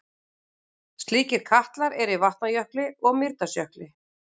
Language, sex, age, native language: Icelandic, female, 40-49, Icelandic